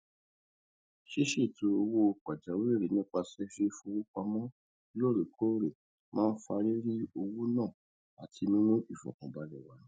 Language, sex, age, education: Yoruba, male, 30-45, tertiary